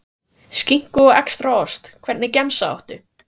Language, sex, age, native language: Icelandic, female, 15, Icelandic